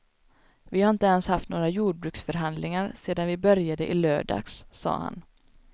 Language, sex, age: Swedish, female, 29